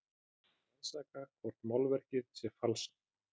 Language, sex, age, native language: Icelandic, male, 30-39, Icelandic